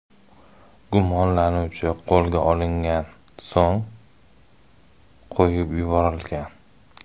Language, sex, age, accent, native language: Uzbek, male, 25-34, Toshkent shahri, Uzbek